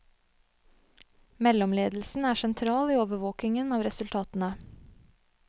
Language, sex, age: Norwegian, female, 25